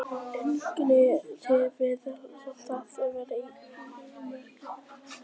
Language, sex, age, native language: Icelandic, female, 50-59, Icelandic